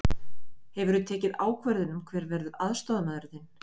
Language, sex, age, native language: Icelandic, female, 20-29, Icelandic